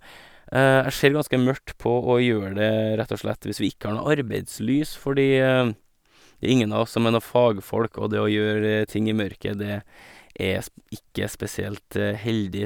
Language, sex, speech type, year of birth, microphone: Norwegian, male, spontaneous, 1985, Sennheiser